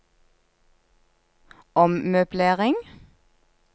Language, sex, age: Norwegian, female, 46